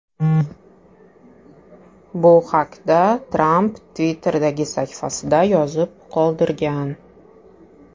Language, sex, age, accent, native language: Uzbek, female, 35+, Toshkent shahri, Russian